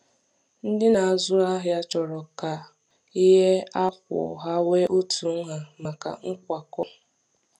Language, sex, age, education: Igbo, female, 15-29, tertiary